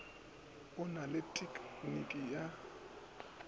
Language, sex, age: Northern Sotho, male, 24